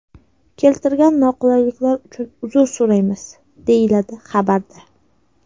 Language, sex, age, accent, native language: Uzbek, female, 18-24, Sirdaryo, Uzbek